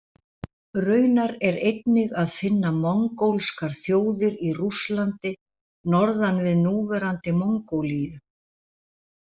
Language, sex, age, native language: Icelandic, female, 60-69, Icelandic